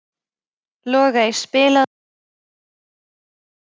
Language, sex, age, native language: Icelandic, female, 30-39, Icelandic